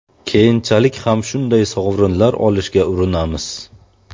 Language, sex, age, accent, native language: Uzbek, male, 25-34, Farg'ona, Uzbek